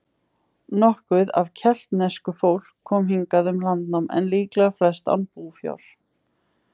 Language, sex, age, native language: Icelandic, female, 20-29, Icelandic